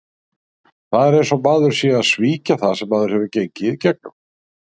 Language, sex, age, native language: Icelandic, male, 60-69, Icelandic